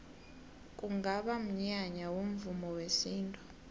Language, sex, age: South Ndebele, female, 18